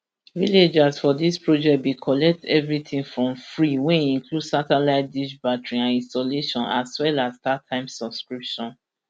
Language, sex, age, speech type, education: Nigerian Pidgin, female, 30-45, spontaneous, tertiary